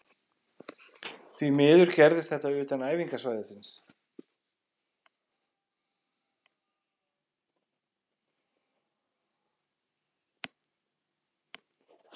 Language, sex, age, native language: Icelandic, male, 50-59, Icelandic